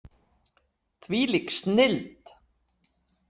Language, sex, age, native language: Icelandic, female, 60-69, Icelandic